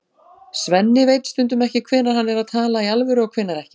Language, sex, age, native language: Icelandic, female, 40-49, Icelandic